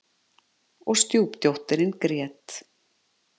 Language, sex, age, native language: Icelandic, male, 50-59, Icelandic